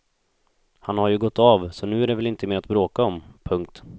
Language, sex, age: Swedish, male, 26